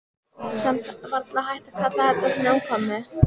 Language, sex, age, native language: Icelandic, female, 14, Icelandic